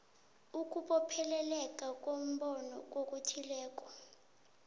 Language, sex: South Ndebele, female